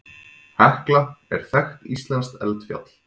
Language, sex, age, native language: Icelandic, male, 20-29, Icelandic